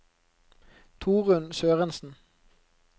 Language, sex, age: Norwegian, male, 29